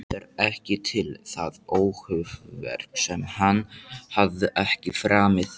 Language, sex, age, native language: Icelandic, male, 18-19, Icelandic